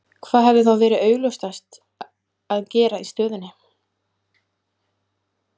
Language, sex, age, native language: Icelandic, female, 20-29, Icelandic